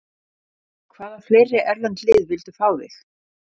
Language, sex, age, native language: Icelandic, female, 50-59, Icelandic